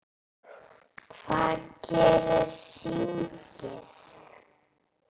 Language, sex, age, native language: Icelandic, female, 8, Icelandic